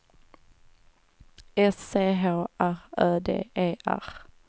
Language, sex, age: Swedish, female, 18